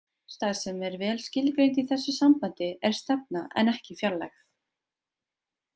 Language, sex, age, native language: Icelandic, female, 20-29, Icelandic